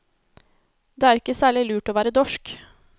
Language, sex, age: Norwegian, female, 24